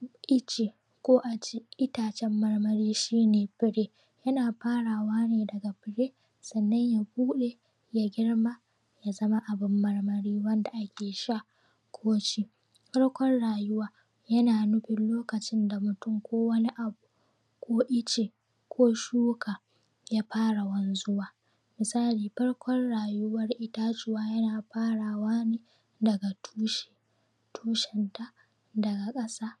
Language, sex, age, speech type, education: Hausa, female, 15-29, spontaneous, primary